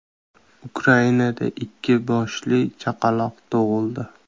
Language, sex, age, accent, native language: Uzbek, male, 18-24, Andijon, Uzbek